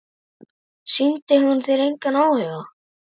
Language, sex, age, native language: Icelandic, male, 10, Icelandic